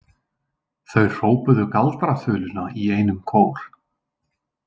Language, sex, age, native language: Icelandic, male, 20-29, Icelandic